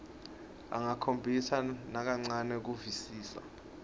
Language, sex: Swati, male